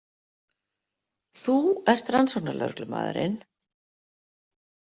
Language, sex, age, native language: Icelandic, female, 50-59, Icelandic